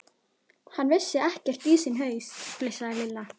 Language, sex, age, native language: Icelandic, female, 12, Icelandic